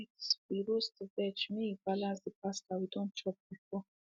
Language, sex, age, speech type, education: Nigerian Pidgin, female, 15-29, spontaneous, secondary